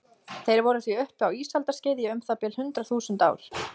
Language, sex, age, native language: Icelandic, female, 20-29, Icelandic